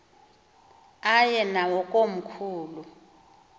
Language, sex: Xhosa, female